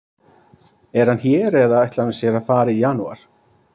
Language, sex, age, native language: Icelandic, male, 30-39, Icelandic